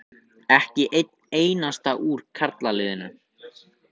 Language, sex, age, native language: Icelandic, male, 18-19, Icelandic